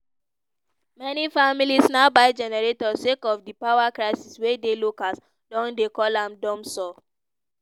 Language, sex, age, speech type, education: Nigerian Pidgin, female, 15-29, spontaneous, tertiary